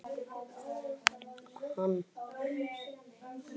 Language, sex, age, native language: Icelandic, male, 11, Icelandic